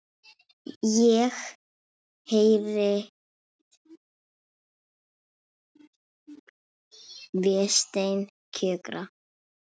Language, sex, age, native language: Icelandic, female, 6, Icelandic